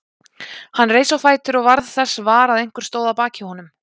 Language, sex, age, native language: Icelandic, female, 20-29, Icelandic